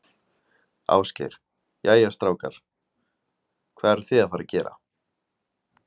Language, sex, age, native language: Icelandic, male, 20-29, Icelandic